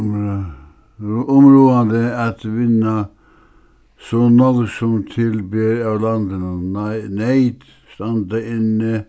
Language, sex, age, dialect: Faroese, male, 61+, Suðuroy